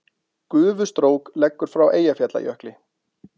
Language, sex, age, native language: Icelandic, male, 40-49, Icelandic